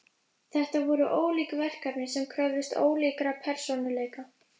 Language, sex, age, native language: Icelandic, female, 11, Icelandic